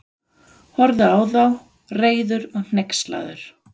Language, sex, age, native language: Icelandic, female, 50-59, Danish